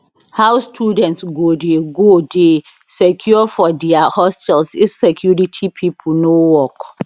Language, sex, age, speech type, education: Nigerian Pidgin, female, 30-45, spontaneous, tertiary